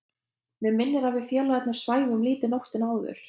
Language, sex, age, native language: Icelandic, female, 20-29, Lithuanian